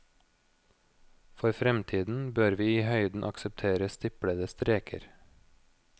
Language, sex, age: Norwegian, male, 29